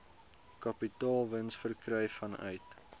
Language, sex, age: Afrikaans, male, 22